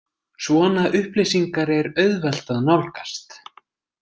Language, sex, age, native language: Icelandic, male, 20-29, Icelandic